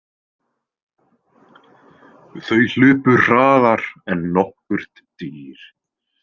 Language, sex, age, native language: Icelandic, male, 20-29, Icelandic